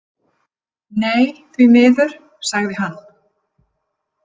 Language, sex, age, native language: Icelandic, female, 50-59, Icelandic